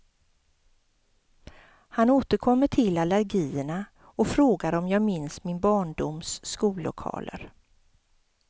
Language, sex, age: Swedish, female, 50